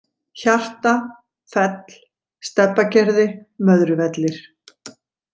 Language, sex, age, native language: Icelandic, female, 40-49, Icelandic